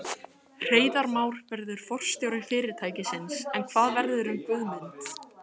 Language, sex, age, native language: Icelandic, female, 15, Icelandic